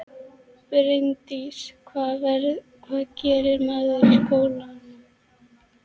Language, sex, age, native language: Icelandic, female, 12, Icelandic